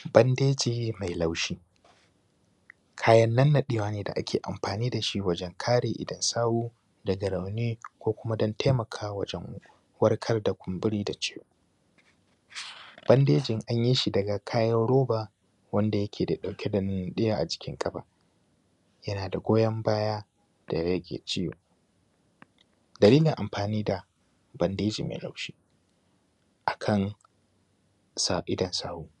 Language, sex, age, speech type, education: Hausa, male, 15-29, spontaneous, primary